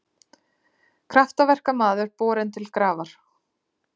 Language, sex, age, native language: Icelandic, female, 30-39, Icelandic